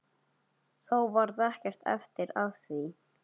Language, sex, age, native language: Icelandic, male, 9, Icelandic